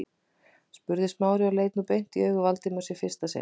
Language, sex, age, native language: Icelandic, female, 20-29, Icelandic